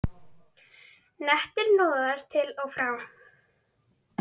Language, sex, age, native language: Icelandic, female, 9, Icelandic